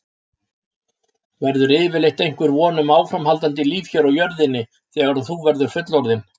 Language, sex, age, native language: Icelandic, male, 60-69, Icelandic